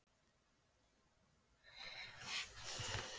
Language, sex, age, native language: Icelandic, male, 12, Icelandic